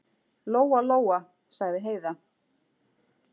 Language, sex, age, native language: Icelandic, female, 40-49, Icelandic